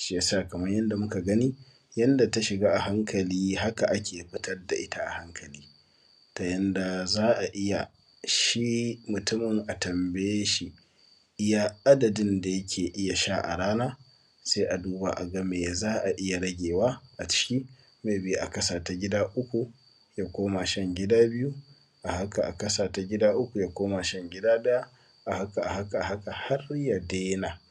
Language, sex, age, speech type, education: Hausa, male, 15-29, spontaneous, primary